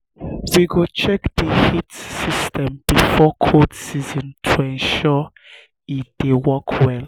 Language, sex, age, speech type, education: Nigerian Pidgin, male, 15-29, spontaneous, tertiary